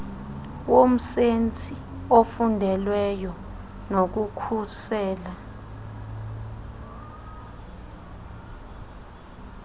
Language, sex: Xhosa, female